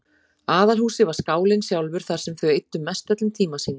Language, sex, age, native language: Icelandic, female, 40-49, Icelandic